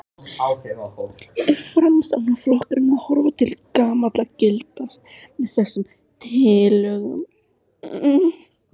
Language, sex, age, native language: Icelandic, male, 13, Icelandic